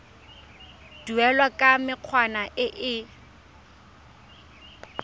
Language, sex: Tswana, female